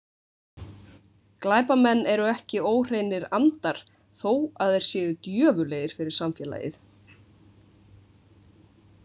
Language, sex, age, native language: Icelandic, female, 20-29, Icelandic